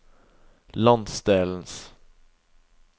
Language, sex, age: Norwegian, male, 21